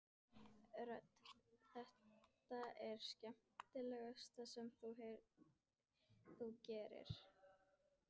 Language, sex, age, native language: Icelandic, female, 14, Icelandic